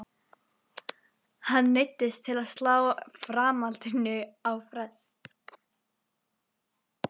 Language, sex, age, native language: Icelandic, female, 11, Icelandic